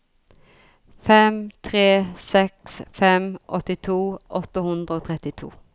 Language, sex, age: Norwegian, female, 40